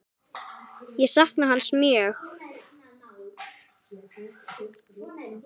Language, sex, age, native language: Icelandic, female, 8, Icelandic